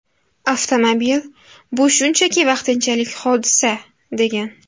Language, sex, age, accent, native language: Uzbek, female, 18-24, Buxoro, Uzbek